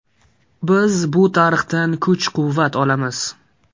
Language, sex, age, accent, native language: Uzbek, male, 18-24, Surxondaryo, Uzbek